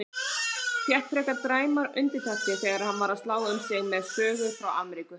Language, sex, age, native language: Icelandic, female, 30-39, Icelandic